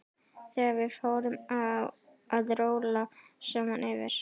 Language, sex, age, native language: Icelandic, female, 12, Icelandic